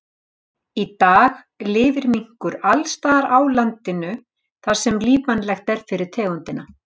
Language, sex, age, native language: Icelandic, female, 60-69, Icelandic